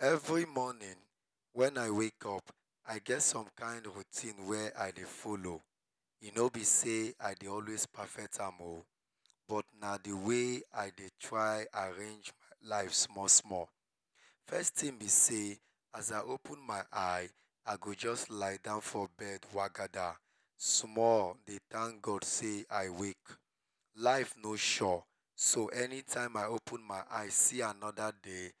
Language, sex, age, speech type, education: Nigerian Pidgin, male, 30-45, spontaneous, tertiary